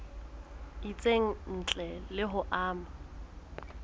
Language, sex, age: Southern Sotho, female, 20